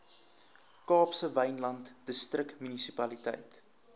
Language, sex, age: Afrikaans, male, 19